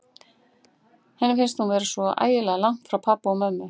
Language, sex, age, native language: Icelandic, female, 40-49, Icelandic